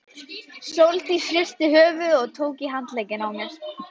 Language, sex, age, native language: Icelandic, female, 12, Icelandic